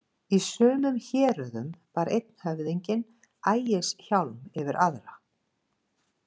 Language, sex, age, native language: Icelandic, female, 50-59, Icelandic